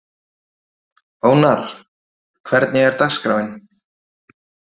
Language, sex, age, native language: Icelandic, male, 30-39, Icelandic